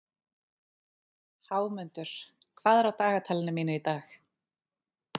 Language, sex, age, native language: Icelandic, female, 30-39, Icelandic